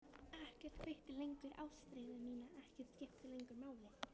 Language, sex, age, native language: Icelandic, female, 13, Icelandic